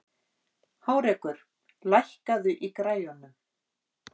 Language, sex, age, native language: Icelandic, female, 50-59, Icelandic